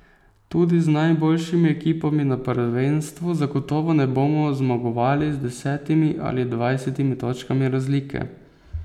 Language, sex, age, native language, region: Slovenian, male, 18-29, Slovenian, Posavska region